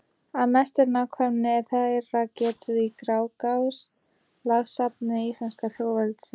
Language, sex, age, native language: Icelandic, female, 18-19, Icelandic